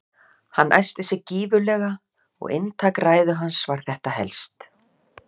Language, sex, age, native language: Icelandic, female, 60-69, Icelandic